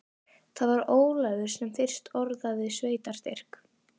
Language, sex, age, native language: Icelandic, female, 12, Icelandic